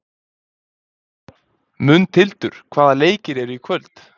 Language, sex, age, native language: Icelandic, male, 20-29, Icelandic